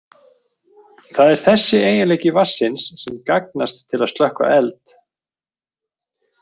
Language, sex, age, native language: Icelandic, male, 40-49, Icelandic